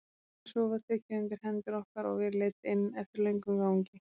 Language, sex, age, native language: Icelandic, female, 30-39, Icelandic